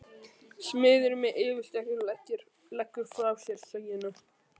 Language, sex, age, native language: Icelandic, male, 11, Icelandic